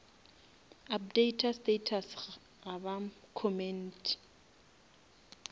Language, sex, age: Northern Sotho, female, 27